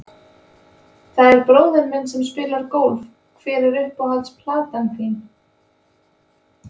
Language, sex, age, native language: Icelandic, female, 20-29, Icelandic